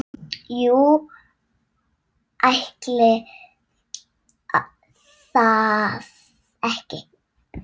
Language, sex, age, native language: Icelandic, female, 6, Icelandic